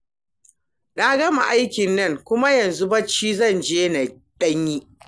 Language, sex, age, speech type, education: Hausa, female, 60+, read, primary